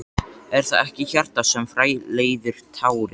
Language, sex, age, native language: Icelandic, male, 13, Icelandic